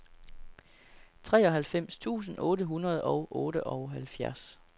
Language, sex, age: Danish, male, 33